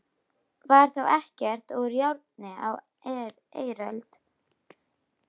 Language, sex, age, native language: Icelandic, female, 12, Icelandic